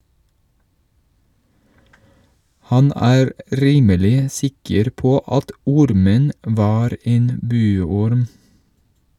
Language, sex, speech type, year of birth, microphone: Norwegian, male, read, 1983, Shure